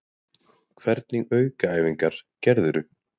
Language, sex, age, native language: Icelandic, male, 30-39, Icelandic